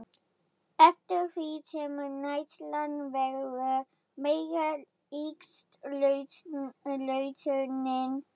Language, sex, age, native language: Icelandic, female, 11, German